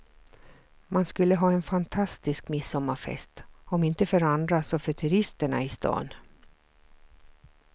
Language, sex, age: Swedish, female, 47